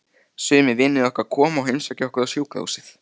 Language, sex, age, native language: Icelandic, male, 13, Icelandic